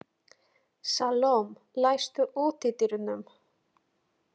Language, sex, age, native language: Icelandic, female, 30-39, Polish